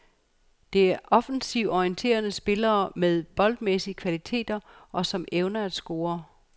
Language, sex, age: Danish, female, 49